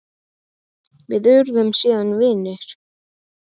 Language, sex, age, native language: Icelandic, male, 8, Icelandic